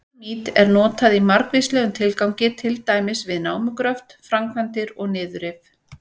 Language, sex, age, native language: Icelandic, female, 40-49, Icelandic